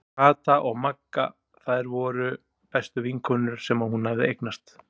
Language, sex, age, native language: Icelandic, male, 40-49, Icelandic